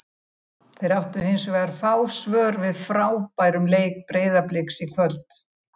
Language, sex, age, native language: Icelandic, female, 70-79, Icelandic